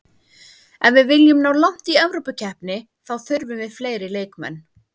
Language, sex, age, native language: Icelandic, female, 30-39, Icelandic